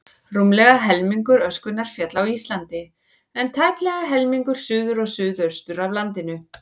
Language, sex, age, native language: Icelandic, female, 40-49, Icelandic